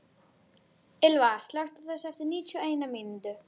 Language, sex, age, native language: Icelandic, female, 12, Icelandic